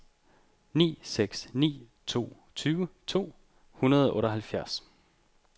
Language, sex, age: Danish, male, 29